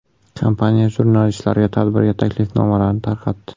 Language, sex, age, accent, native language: Uzbek, male, 18-24, Buxoro, Uzbek